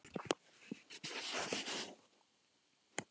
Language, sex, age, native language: Icelandic, male, 11, Icelandic